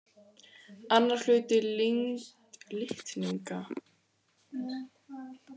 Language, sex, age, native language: Icelandic, female, 18-19, Icelandic